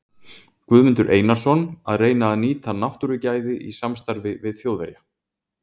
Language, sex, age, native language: Icelandic, male, 40-49, Icelandic